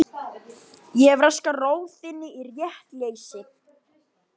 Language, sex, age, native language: Icelandic, male, 12, Icelandic